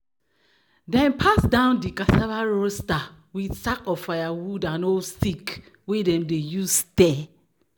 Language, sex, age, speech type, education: Nigerian Pidgin, female, 30-45, spontaneous, tertiary